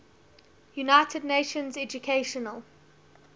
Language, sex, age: English, female, 19